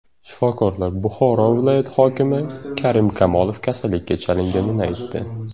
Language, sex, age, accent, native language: Uzbek, male, 18-24, Surxondaryo, Uzbek